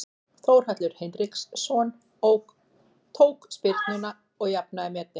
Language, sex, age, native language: Icelandic, female, 40-49, Icelandic